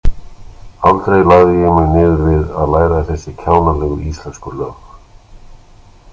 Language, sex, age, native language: Icelandic, male, 60-69, Icelandic